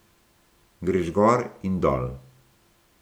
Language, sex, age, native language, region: Slovenian, male, 60+, Slovenian, Gorenjska region